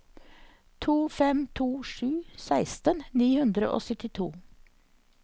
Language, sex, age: Norwegian, female, 54